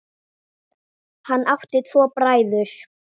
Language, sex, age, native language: Icelandic, female, 8, Icelandic